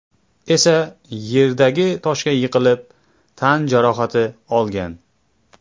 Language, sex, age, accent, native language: Uzbek, male, 25-34, Jizzax, Uzbek